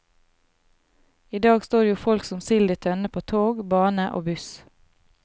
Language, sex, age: Norwegian, female, 33